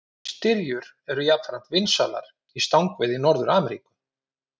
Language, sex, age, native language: Icelandic, male, 30-39, Icelandic